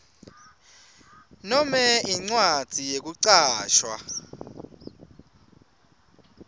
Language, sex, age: Swati, male, 25